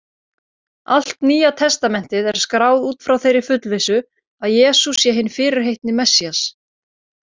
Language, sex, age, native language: Icelandic, female, 30-39, Icelandic